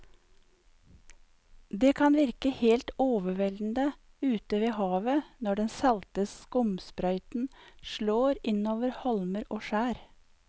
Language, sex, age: Norwegian, female, 54